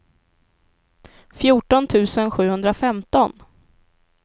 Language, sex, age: Swedish, female, 25